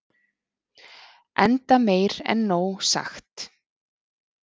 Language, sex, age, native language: Icelandic, female, 30-39, Icelandic